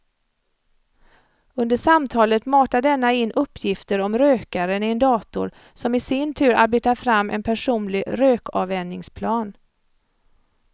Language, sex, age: Swedish, female, 54